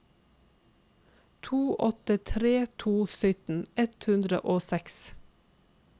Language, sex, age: Norwegian, female, 46